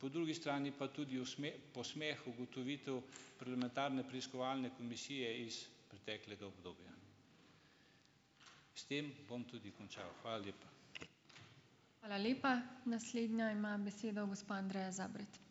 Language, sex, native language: Slovenian, male, Slovenian